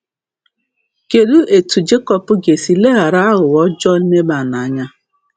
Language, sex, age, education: Igbo, female, 46-60, tertiary